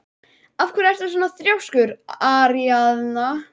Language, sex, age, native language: Icelandic, male, 11, Icelandic